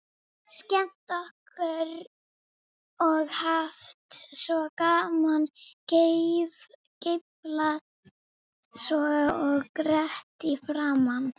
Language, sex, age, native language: Icelandic, female, 30-39, Icelandic